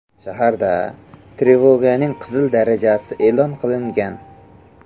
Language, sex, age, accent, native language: Uzbek, male, 18-24, Samarqand, Uzbek